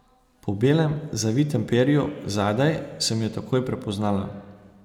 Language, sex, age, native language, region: Slovenian, male, 30-49, Slovenian, Savinja region